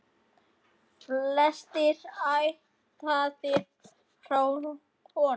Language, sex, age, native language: Icelandic, male, 10, Icelandic